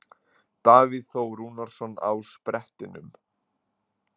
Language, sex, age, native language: Icelandic, male, 20-29, Icelandic